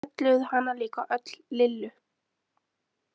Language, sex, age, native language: Icelandic, female, 20-29, Icelandic